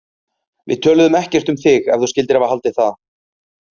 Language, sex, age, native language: Icelandic, male, 30-39, Icelandic